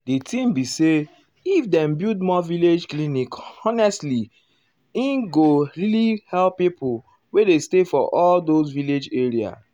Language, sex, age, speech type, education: Nigerian Pidgin, male, 15-29, spontaneous, tertiary